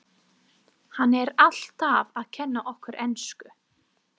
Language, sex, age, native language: Icelandic, female, 30-39, English